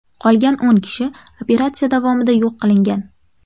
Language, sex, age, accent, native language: Uzbek, female, 18-24, Qashqadaryo, Uzbek